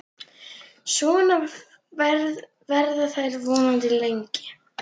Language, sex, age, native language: Icelandic, female, 9, Icelandic